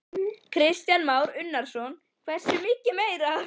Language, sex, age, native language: Icelandic, female, 11, Icelandic